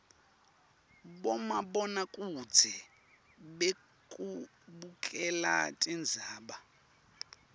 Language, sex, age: Swati, male, 19